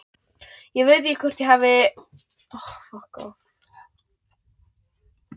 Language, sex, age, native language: Icelandic, female, 11, Icelandic